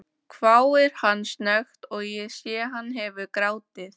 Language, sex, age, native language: Icelandic, female, 14, Icelandic